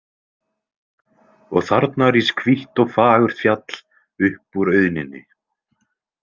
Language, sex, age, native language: Icelandic, male, 20-29, Icelandic